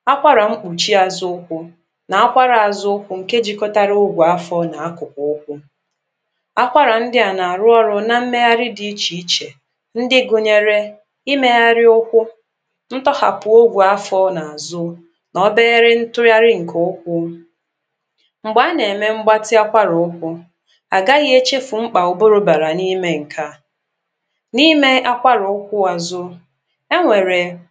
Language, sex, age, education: Igbo, female, 15-29, tertiary